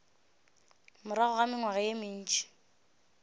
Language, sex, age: Northern Sotho, female, 18